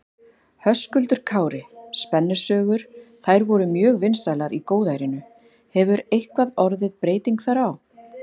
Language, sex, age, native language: Icelandic, female, 50-59, Icelandic